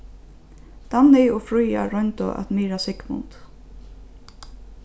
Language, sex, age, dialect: Faroese, female, 15-35, Norðurstreymoy/Eysturoy